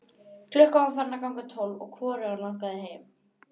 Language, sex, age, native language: Icelandic, female, 11, Icelandic